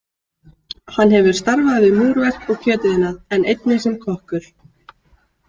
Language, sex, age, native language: Icelandic, female, 18-19, Icelandic